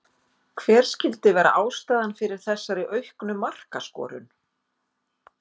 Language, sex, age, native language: Icelandic, female, 50-59, Icelandic